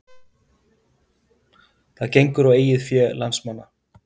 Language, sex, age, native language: Icelandic, male, 50-59, Icelandic